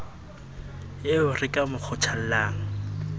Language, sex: Southern Sotho, male